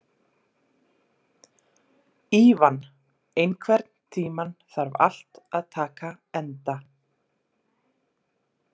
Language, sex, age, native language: Icelandic, female, 40-49, Icelandic